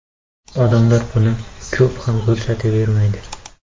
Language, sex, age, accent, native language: Uzbek, male, 18-24, Qashqadaryo, Uzbek